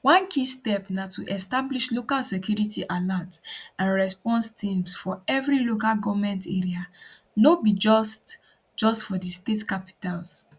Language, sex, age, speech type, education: Nigerian Pidgin, female, 15-29, spontaneous, tertiary